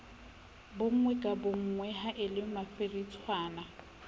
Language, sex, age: Southern Sotho, female, 35